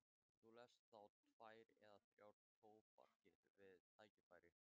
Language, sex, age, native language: Icelandic, male, 13, Thai